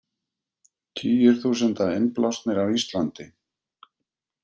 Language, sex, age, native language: Icelandic, male, 50-59, Icelandic